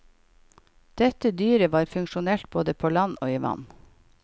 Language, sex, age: Norwegian, female, 51